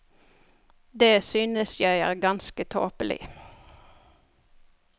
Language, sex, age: Norwegian, female, 42